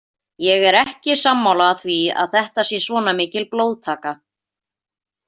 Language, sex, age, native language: Icelandic, female, 20-29, Icelandic